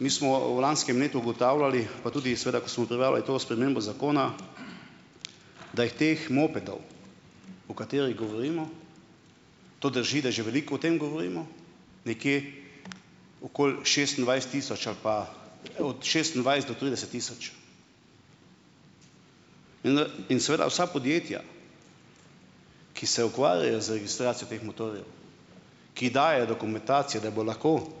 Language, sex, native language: Slovenian, male, Slovenian